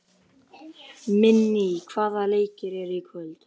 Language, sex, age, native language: Icelandic, female, 11, Icelandic